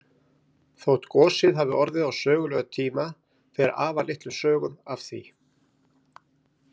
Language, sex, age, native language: Icelandic, male, 50-59, Icelandic